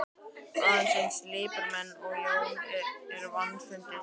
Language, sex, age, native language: Icelandic, male, 12, Icelandic